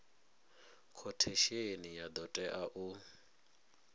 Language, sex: Venda, male